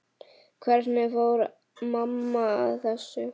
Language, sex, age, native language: Icelandic, female, 10, Icelandic